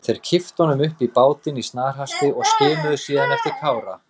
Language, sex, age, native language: Icelandic, male, 30-39, Icelandic